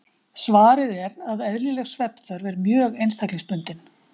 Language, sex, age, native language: Icelandic, female, 50-59, Icelandic